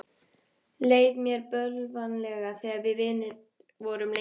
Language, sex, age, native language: Icelandic, female, 14, Icelandic